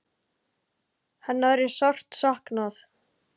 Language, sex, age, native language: Icelandic, male, 10, Icelandic